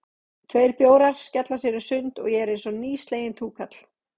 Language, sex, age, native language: Icelandic, female, 30-39, Icelandic